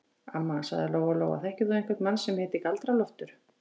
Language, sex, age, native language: Icelandic, female, 40-49, Icelandic